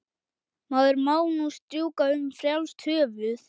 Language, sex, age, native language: Icelandic, male, 11, Icelandic